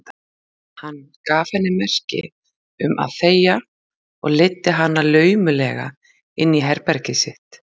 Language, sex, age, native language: Icelandic, female, 40-49, Icelandic